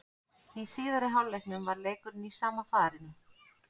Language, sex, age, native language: Icelandic, female, 40-49, Icelandic